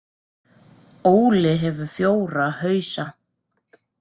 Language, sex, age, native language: Icelandic, female, 40-49, Icelandic